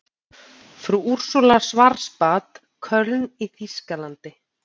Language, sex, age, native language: Icelandic, female, 30-39, Icelandic